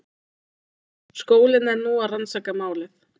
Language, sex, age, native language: Icelandic, female, 20-29, Icelandic